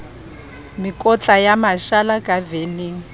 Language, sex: Southern Sotho, female